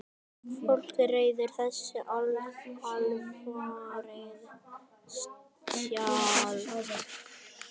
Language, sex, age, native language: Icelandic, male, 10, Icelandic